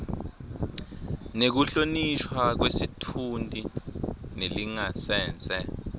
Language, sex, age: Swati, male, 23